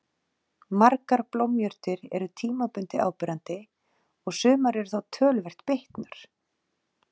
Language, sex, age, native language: Icelandic, female, 40-49, Icelandic